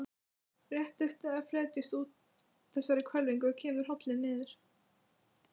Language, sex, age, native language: Icelandic, female, 12, Icelandic